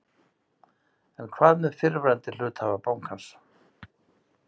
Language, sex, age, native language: Icelandic, male, 60-69, Icelandic